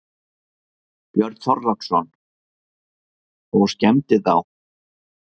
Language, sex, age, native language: Icelandic, male, 50-59, Icelandic